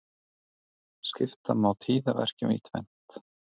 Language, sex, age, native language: Icelandic, male, 30-39, Icelandic